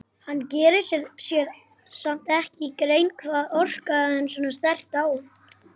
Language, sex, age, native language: Icelandic, female, 50-59, Icelandic